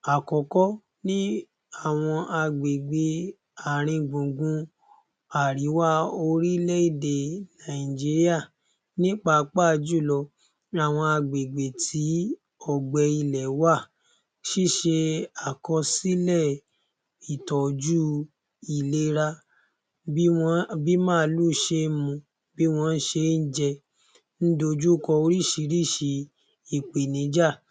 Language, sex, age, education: Yoruba, male, 15-29, tertiary